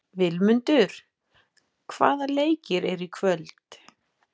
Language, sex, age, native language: Icelandic, female, 20-29, Icelandic